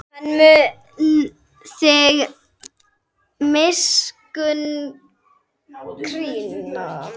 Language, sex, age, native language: Icelandic, female, 10, Icelandic